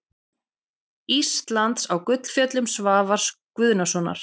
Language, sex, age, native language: Icelandic, female, 40-49, Icelandic